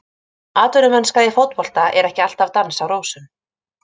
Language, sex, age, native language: Icelandic, female, 30-39, Icelandic